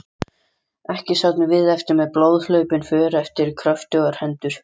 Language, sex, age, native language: Icelandic, other, 13, Icelandic